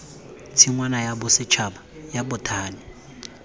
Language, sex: Tswana, male